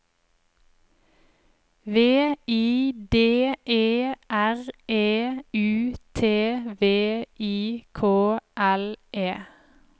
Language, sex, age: Norwegian, female, 25